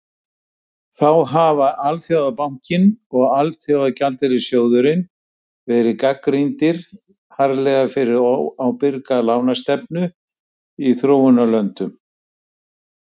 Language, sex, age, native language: Icelandic, male, 70-79, Icelandic